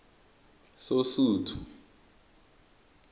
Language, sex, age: South Ndebele, male, 20